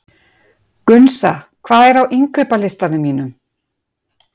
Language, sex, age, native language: Icelandic, female, 50-59, Icelandic